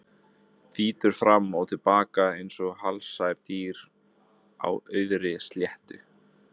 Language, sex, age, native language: Icelandic, male, 20-29, Icelandic